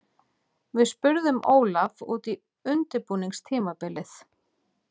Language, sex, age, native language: Icelandic, female, 40-49, Icelandic